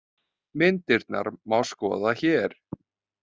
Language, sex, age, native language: Icelandic, male, 30-39, Icelandic